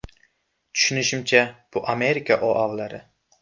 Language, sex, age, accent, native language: Uzbek, male, 12-17, Samarqand, Uzbek